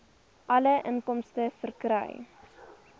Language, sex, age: Afrikaans, female, 20